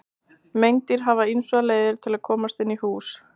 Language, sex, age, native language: Icelandic, male, 20-29, Icelandic